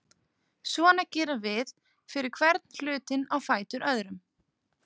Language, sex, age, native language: Icelandic, female, 30-39, Icelandic